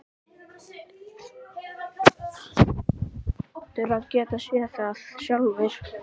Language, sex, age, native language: Icelandic, female, 12, Icelandic